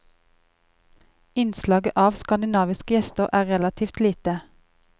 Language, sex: Norwegian, female